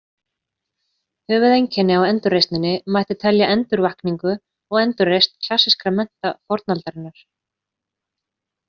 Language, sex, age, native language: Icelandic, female, 30-39, Icelandic